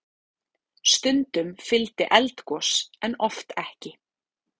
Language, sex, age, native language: Icelandic, female, 30-39, Icelandic